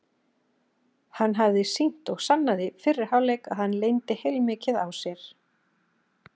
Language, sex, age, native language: Icelandic, female, 40-49, Icelandic